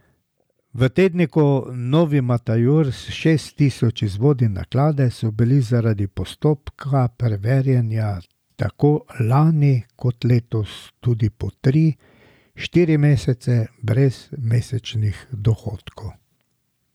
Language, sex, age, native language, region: Slovenian, male, 60+, Slovenian, Drava region